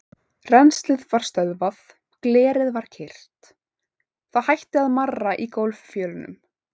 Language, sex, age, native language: Icelandic, female, 18-19, Icelandic